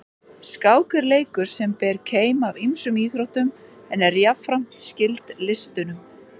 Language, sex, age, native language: Icelandic, female, 40-49, Icelandic